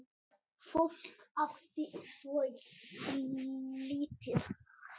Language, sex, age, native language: Icelandic, female, 8, Icelandic